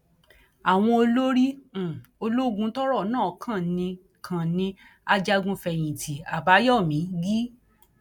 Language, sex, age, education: Yoruba, female, 46-60, tertiary